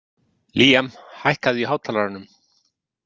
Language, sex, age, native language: Icelandic, male, 40-49, Icelandic